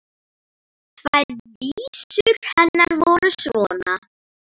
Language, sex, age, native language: Icelandic, female, 9, Icelandic